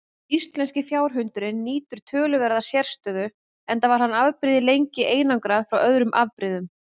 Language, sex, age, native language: Icelandic, female, 30-39, Icelandic